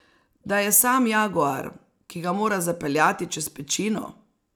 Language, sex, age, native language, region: Slovenian, female, 60+, Slovenian, Savinja region